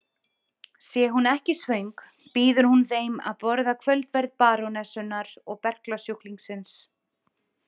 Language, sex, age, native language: Icelandic, female, 30-39, Icelandic